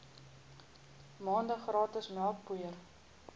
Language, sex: Afrikaans, female